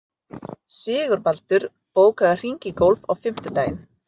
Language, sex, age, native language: Icelandic, female, 30-39, Filipino